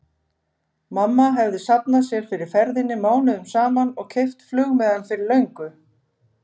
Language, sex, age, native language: Icelandic, female, 50-59, Icelandic